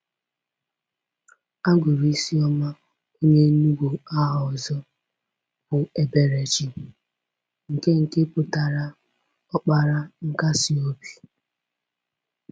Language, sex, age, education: Igbo, female, 15-29, tertiary